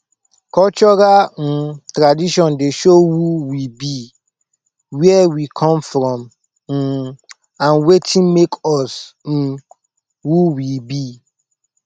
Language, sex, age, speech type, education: Nigerian Pidgin, male, 15-29, spontaneous, tertiary